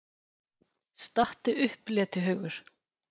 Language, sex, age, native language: Icelandic, female, 40-49, Icelandic